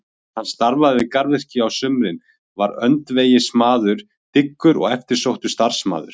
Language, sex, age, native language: Icelandic, male, 20-29, Icelandic